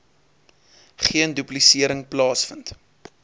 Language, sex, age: Afrikaans, male, 23